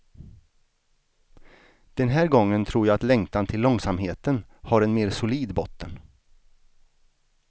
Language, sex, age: Swedish, male, 49